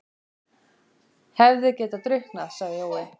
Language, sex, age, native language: Icelandic, female, 20-29, Icelandic